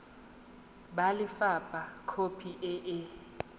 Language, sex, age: Tswana, female, 18